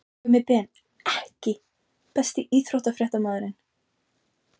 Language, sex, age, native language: Icelandic, female, 20-29, Icelandic